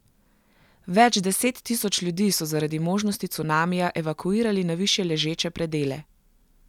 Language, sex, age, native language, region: Slovenian, female, 18-29, Slovenian, Gorenjska region